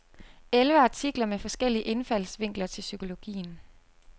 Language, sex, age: Danish, female, 29